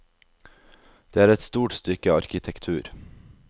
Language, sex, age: Norwegian, male, 22